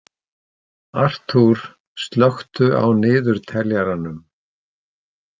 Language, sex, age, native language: Icelandic, male, 60-69, Icelandic